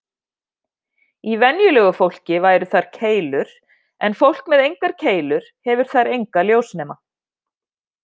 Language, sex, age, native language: Icelandic, female, 50-59, Icelandic